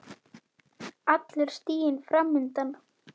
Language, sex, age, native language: Icelandic, female, 8, Icelandic